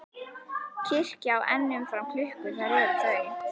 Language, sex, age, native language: Icelandic, female, 11, Icelandic